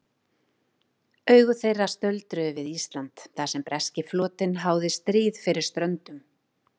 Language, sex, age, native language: Icelandic, female, 40-49, Icelandic